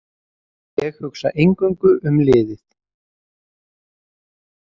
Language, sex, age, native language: Icelandic, male, 30-39, Icelandic